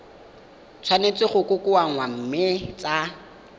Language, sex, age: Tswana, male, 19